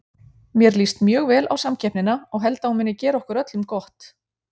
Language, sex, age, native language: Icelandic, female, 40-49, Icelandic